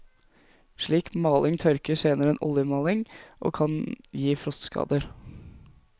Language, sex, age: Norwegian, male, 20